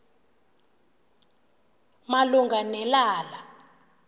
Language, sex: Xhosa, female